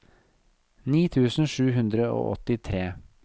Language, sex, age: Norwegian, male, 40